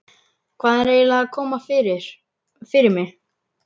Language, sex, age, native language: Icelandic, male, 11, Icelandic